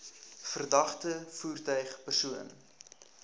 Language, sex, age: Afrikaans, male, 19